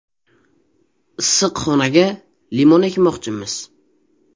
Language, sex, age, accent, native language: Uzbek, male, 12-17, Toshkent viloyati, Uzbek